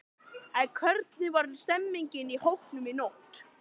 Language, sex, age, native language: Icelandic, male, 13, Icelandic